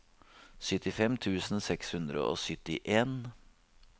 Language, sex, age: Norwegian, male, 52